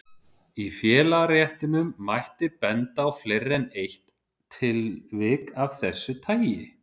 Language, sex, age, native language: Icelandic, male, 30-39, Icelandic